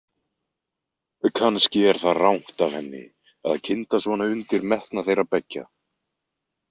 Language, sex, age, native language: Icelandic, male, 20-29, Icelandic